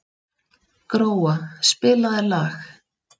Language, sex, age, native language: Icelandic, female, 30-39, Icelandic